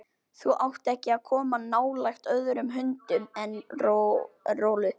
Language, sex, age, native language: Icelandic, male, 12, Icelandic